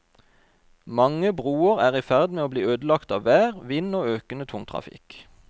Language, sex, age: Norwegian, male, 32